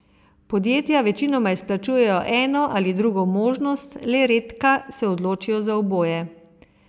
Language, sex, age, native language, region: Slovenian, female, 50-59, Slovenian, Savinja region